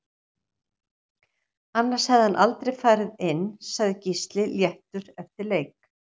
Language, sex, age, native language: Icelandic, female, 60-69, Icelandic